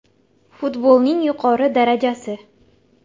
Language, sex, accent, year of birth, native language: Uzbek, female, Toshkent shahri, 1999, Uzbek